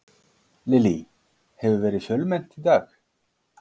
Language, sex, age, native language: Icelandic, male, 40-49, Icelandic